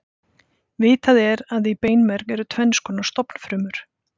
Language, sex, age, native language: Icelandic, female, 50-59, Icelandic